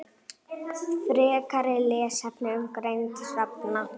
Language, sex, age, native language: Icelandic, female, 9, Icelandic